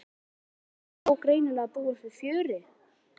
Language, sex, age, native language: Icelandic, male, 11, Icelandic